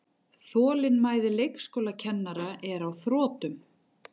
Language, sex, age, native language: Icelandic, female, 40-49, Icelandic